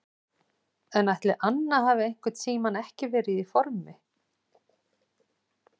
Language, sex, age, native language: Icelandic, female, 40-49, Icelandic